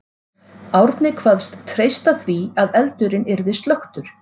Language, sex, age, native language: Icelandic, female, 40-49, Icelandic